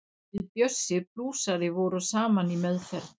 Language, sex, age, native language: Icelandic, female, 60-69, Danish